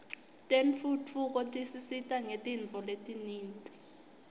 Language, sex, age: Swati, female, 20